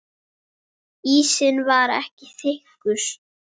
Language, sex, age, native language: Icelandic, female, 7, Icelandic